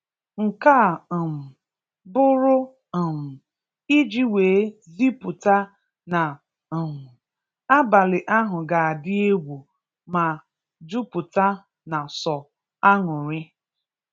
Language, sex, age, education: Igbo, female, 30-45, tertiary